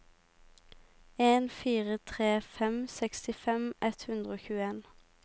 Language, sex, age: Norwegian, female, 18